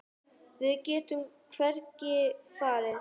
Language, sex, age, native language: Icelandic, female, 9, Icelandic